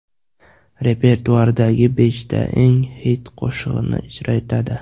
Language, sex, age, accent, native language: Uzbek, male, 18-24, Andijon, Uzbek